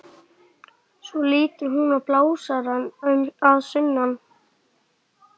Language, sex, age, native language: Icelandic, female, 11, Icelandic